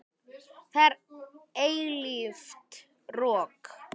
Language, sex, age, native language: Icelandic, male, 10, Icelandic